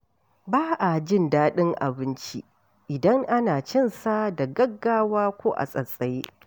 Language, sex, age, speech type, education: Hausa, female, 46-60, read, tertiary